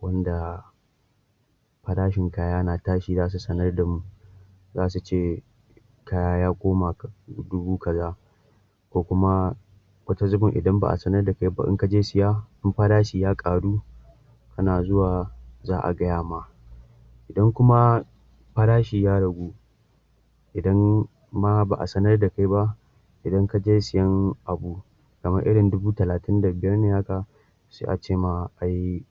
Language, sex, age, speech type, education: Hausa, male, 46-60, spontaneous, tertiary